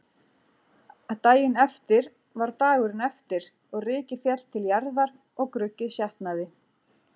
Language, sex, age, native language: Icelandic, female, 40-49, Icelandic